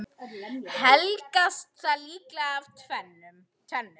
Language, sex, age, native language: Icelandic, female, 10, Icelandic